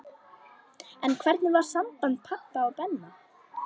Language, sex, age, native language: Icelandic, female, 11, Icelandic